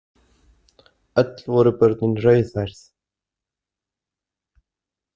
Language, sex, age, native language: Icelandic, female, 30-39, Icelandic